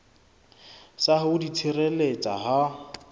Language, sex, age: Southern Sotho, male, 26